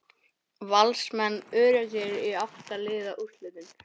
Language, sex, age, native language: Icelandic, male, 18-19, Icelandic